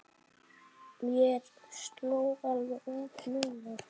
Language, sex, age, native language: Icelandic, male, 7, Icelandic